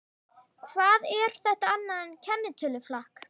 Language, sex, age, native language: Icelandic, female, 11, Icelandic